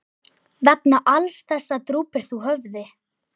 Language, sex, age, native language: Icelandic, male, 11, Icelandic